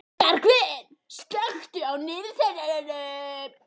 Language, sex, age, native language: Icelandic, female, 11, Icelandic